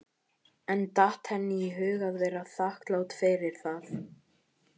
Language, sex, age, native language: Icelandic, female, 12, Icelandic